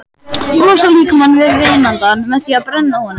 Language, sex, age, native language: Icelandic, male, 12, Icelandic